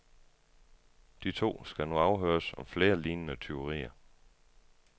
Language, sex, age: Danish, male, 33